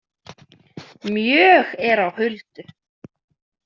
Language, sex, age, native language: Icelandic, female, 20-29, Icelandic